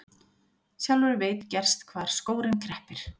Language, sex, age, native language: Icelandic, female, 40-49, Icelandic